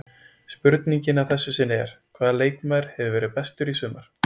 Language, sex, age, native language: Icelandic, male, 20-29, Icelandic